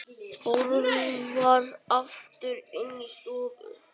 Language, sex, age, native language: Icelandic, male, 9, Icelandic